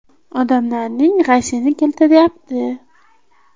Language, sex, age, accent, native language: Uzbek, female, 18-24, Qashqadaryo, Uzbek